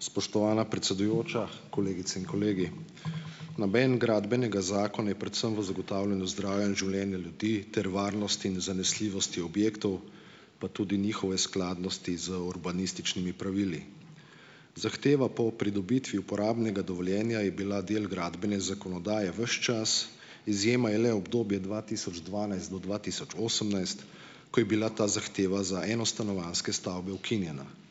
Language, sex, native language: Slovenian, male, Slovenian